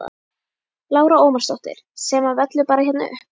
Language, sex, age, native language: Icelandic, female, 11, Icelandic